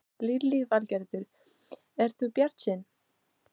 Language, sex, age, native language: Icelandic, female, 20-29, Portuguese